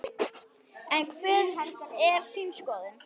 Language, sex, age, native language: Icelandic, female, 10, Icelandic